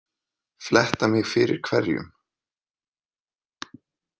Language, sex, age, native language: Icelandic, male, 30-39, Icelandic